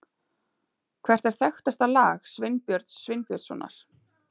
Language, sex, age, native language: Icelandic, female, 30-39, Icelandic